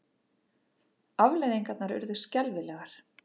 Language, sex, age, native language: Icelandic, female, 50-59, Icelandic